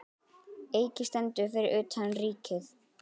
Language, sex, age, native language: Icelandic, male, 10, Icelandic